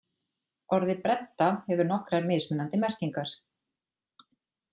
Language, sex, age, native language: Icelandic, female, 40-49, Icelandic